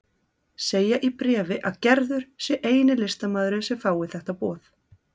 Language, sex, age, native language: Icelandic, female, 30-39, Icelandic